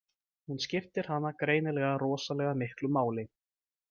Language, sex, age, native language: Icelandic, male, 20-29, Icelandic